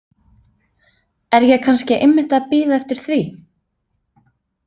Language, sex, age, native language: Icelandic, female, 30-39, Icelandic